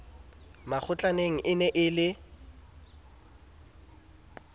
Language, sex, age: Southern Sotho, male, 27